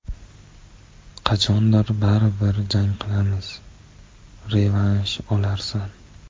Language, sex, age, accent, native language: Uzbek, male, 12-17, Farg'ona, Uzbek